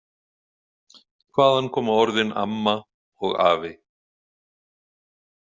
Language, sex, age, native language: Icelandic, male, 50-59, Icelandic